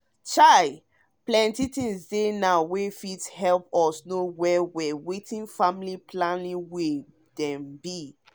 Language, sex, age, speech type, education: Nigerian Pidgin, male, 30-45, spontaneous, tertiary